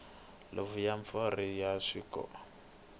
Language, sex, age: Tsonga, male, 22